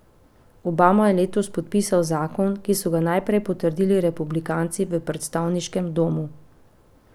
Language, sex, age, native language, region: Slovenian, female, 30-49, Slovenian, Pomurje region